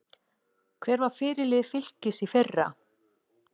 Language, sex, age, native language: Icelandic, female, 40-49, Icelandic